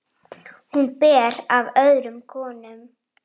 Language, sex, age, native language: Icelandic, female, 7, Icelandic